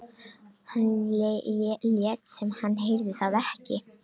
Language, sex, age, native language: Icelandic, female, 18-19, Romanian